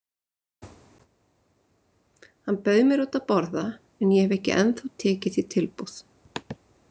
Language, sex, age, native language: Icelandic, female, 30-39, Icelandic